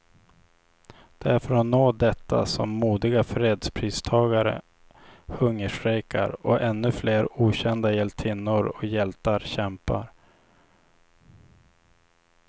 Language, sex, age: Swedish, male, 26